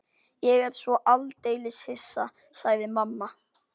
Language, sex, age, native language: Icelandic, male, 12, Icelandic